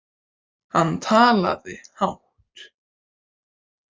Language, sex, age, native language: Icelandic, male, 18-19, Icelandic